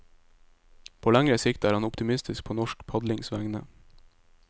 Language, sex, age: Norwegian, male, 22